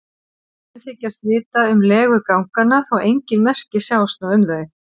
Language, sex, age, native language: Icelandic, male, 50-59, Icelandic